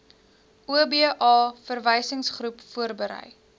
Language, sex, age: Afrikaans, female, 19